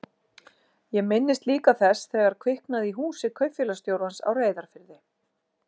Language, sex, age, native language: Icelandic, female, 40-49, Icelandic